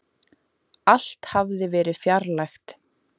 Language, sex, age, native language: Icelandic, female, 20-29, Icelandic